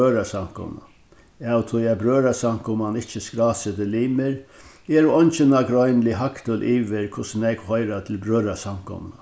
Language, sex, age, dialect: Faroese, male, 61+, Norðurstreymoy/Eysturoy